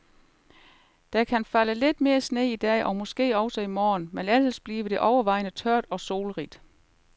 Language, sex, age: Danish, female, 38